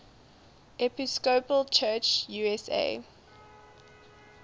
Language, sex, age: English, female, 19